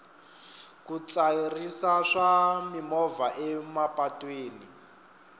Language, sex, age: Tsonga, male, 25